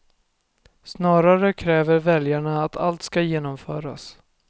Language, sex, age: Swedish, male, 24